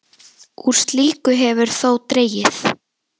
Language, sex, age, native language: Icelandic, female, 10, Icelandic